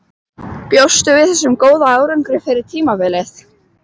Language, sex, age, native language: Icelandic, female, 12, Icelandic